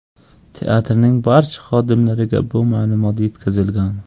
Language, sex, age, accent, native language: Uzbek, male, 18-24, Qashqadaryo, Tajik